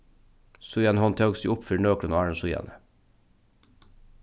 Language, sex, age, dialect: Faroese, male, 36-60, Norðuroyggjar